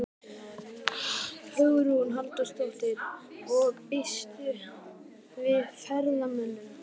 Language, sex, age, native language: Icelandic, male, 12, Icelandic